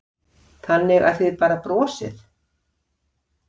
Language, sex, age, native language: Icelandic, female, 50-59, Icelandic